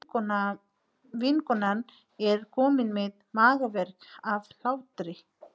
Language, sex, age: Icelandic, female, 30-39